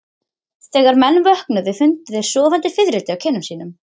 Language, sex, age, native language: Icelandic, female, 13, Icelandic